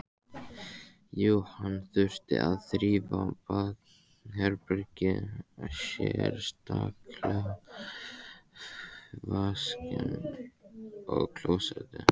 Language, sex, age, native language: Icelandic, male, 14, Icelandic